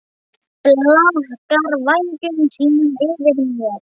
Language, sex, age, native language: Icelandic, male, 7, Icelandic